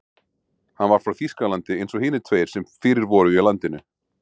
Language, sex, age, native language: Icelandic, male, 40-49, Icelandic